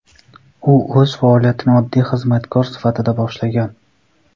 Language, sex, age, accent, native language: Uzbek, male, 18-24, Sirdaryo, Uzbek